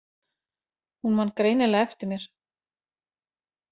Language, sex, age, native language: Icelandic, female, 40-49, Icelandic